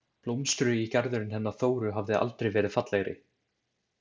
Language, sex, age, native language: Icelandic, male, 20-29, Icelandic